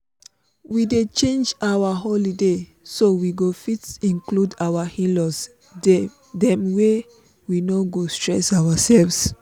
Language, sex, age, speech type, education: Nigerian Pidgin, female, 15-29, spontaneous, tertiary